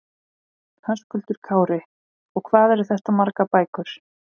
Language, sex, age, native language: Icelandic, female, 30-39, Icelandic